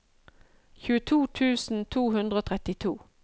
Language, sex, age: Norwegian, female, 53